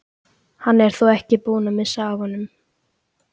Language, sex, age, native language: Icelandic, male, 13, Icelandic